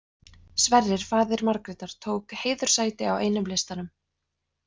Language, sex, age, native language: Icelandic, female, 20-29, Icelandic